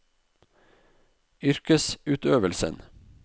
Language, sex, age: Norwegian, male, 44